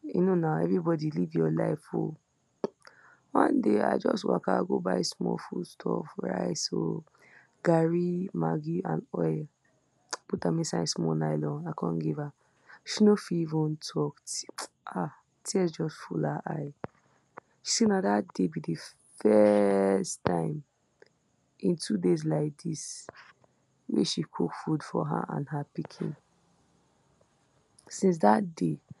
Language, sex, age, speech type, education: Nigerian Pidgin, female, 46-60, spontaneous, tertiary